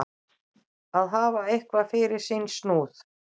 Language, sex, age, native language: Icelandic, female, 60-69, Icelandic